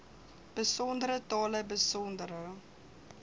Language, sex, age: Afrikaans, female, 19